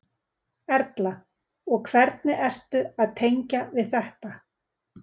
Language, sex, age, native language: Icelandic, female, 40-49, Icelandic